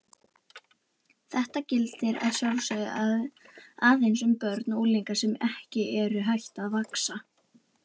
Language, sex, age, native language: Icelandic, female, 18-19, Icelandic